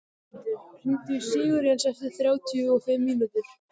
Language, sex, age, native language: Icelandic, male, 14, Icelandic